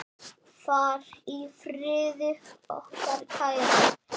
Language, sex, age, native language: Icelandic, male, 8, Icelandic